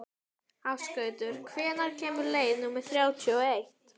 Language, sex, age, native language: Icelandic, female, 11, Icelandic